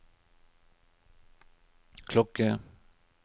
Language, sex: Norwegian, male